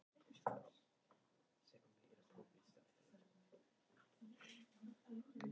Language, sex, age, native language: Icelandic, female, 50-59, Icelandic